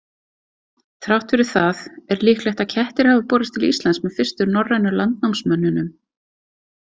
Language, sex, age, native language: Icelandic, female, 30-39, Icelandic